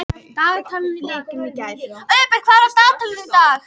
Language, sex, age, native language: Icelandic, female, 11, Icelandic